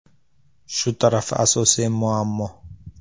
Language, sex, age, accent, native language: Uzbek, male, 18-24, Samarqand, Uzbek